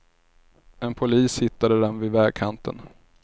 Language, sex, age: Swedish, male, 30